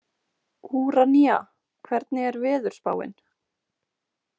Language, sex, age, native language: Icelandic, female, 20-29, Icelandic